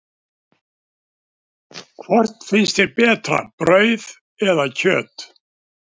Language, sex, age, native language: Icelandic, male, 70-79, Icelandic